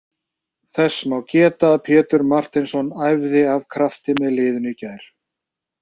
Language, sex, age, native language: Icelandic, male, 30-39, Icelandic